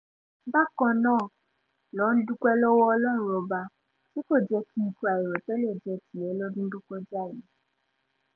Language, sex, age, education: Yoruba, female, 15-29, tertiary